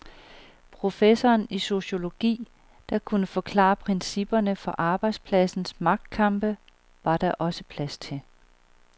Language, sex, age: Danish, female, 38